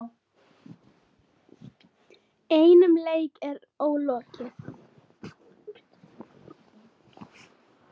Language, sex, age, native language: Icelandic, female, 9, Icelandic